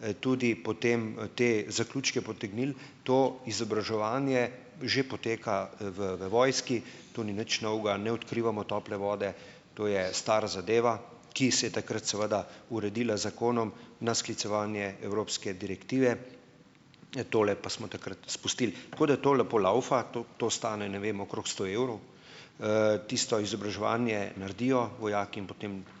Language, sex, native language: Slovenian, male, Slovenian